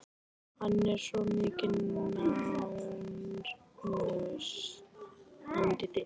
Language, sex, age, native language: Icelandic, female, 11, Icelandic